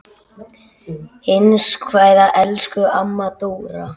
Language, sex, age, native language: Icelandic, male, 9, Icelandic